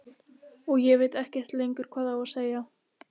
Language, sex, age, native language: Icelandic, female, 15, Icelandic